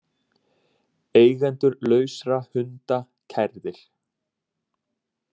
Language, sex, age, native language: Icelandic, male, 20-29, Icelandic